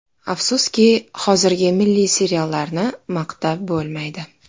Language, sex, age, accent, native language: Uzbek, female, 19-29, Farg'ona, Uzbek